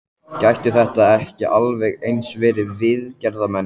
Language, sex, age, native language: Icelandic, male, 14, Icelandic